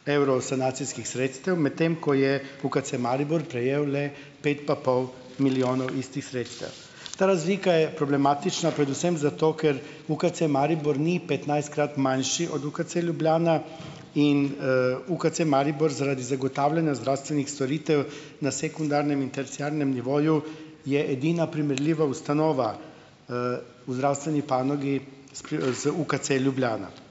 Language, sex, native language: Slovenian, male, Slovenian